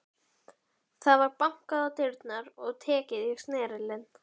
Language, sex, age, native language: Icelandic, female, 11, Icelandic